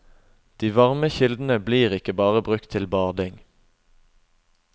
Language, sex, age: Norwegian, male, 21